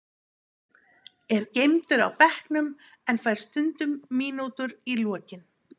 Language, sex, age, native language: Icelandic, female, 50-59, Icelandic